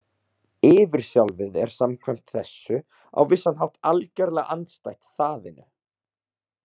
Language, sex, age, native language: Icelandic, male, 30-39, Icelandic